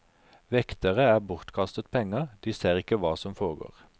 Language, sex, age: Norwegian, male, 43